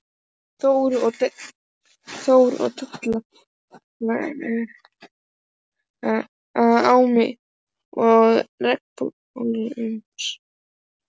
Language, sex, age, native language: Icelandic, male, 11, Icelandic